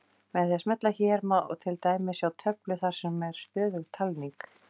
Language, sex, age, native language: Icelandic, female, 40-49, Icelandic